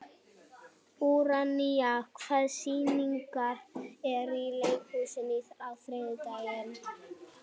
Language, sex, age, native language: Icelandic, female, 60-69, Icelandic